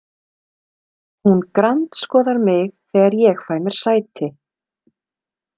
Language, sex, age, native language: Icelandic, female, 30-39, Icelandic